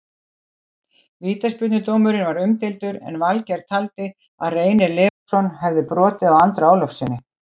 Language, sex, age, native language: Icelandic, female, 60-69, Icelandic